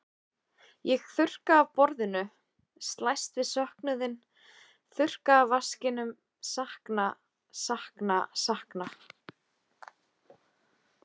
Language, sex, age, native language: Icelandic, female, 20-29, Icelandic